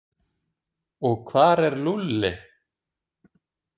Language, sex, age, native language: Icelandic, male, 20-29, Icelandic